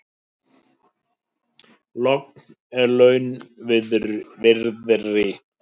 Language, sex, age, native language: Icelandic, male, 60-69, Icelandic